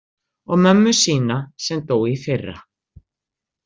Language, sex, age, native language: Icelandic, female, 60-69, Icelandic